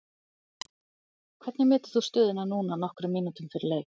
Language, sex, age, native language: Icelandic, other, 40-49, Icelandic